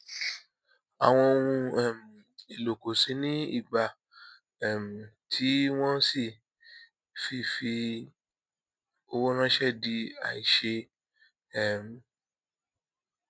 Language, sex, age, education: Yoruba, male, 30-45, tertiary